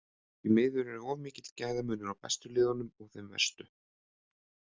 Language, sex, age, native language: Icelandic, male, 30-39, Icelandic